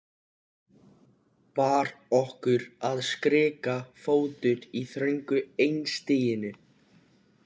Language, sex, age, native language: Icelandic, male, 14, Icelandic